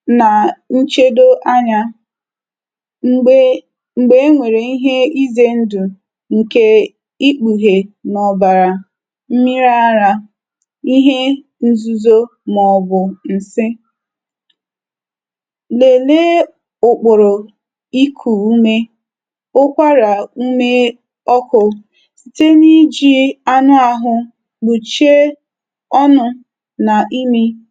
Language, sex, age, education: Igbo, female, 30-45, tertiary